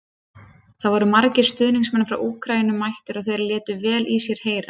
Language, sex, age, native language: Icelandic, female, 30-39, Icelandic